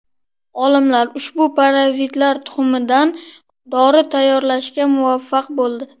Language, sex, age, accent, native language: Uzbek, male, under 19, Toshkent viloyati, Uzbek